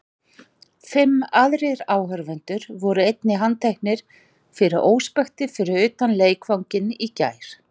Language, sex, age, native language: Icelandic, male, 40-49, Icelandic